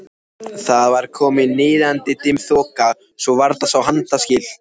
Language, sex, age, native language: Icelandic, male, 14, Icelandic